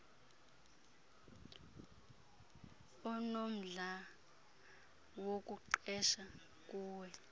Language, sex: Xhosa, female